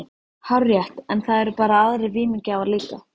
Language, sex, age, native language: Icelandic, female, 13, Icelandic